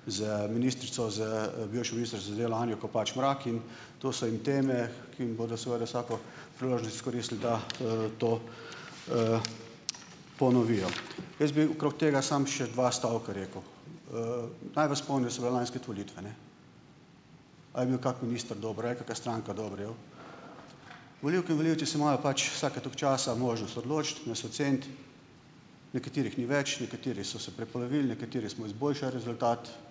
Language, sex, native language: Slovenian, male, Slovenian